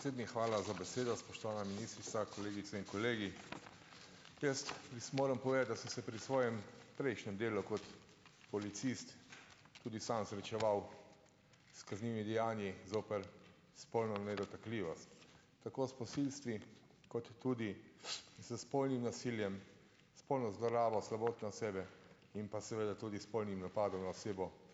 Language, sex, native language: Slovenian, male, Slovenian